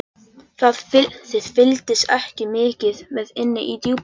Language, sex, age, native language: Icelandic, male, 11, Icelandic